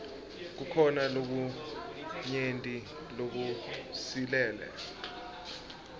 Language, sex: Swati, male